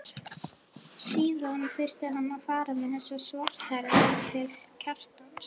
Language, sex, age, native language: Icelandic, female, 11, Icelandic